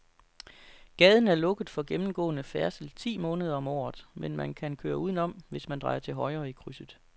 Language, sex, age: Danish, male, 33